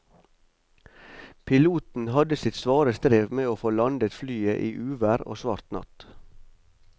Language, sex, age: Norwegian, male, 45